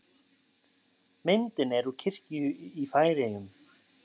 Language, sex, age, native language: Icelandic, male, 30-39, Icelandic